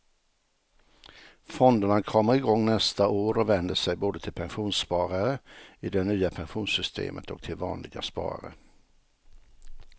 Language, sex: Swedish, male